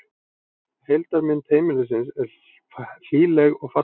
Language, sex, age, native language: Icelandic, male, 40-49, Icelandic